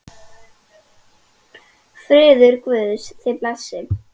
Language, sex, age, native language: Icelandic, female, 10, Icelandic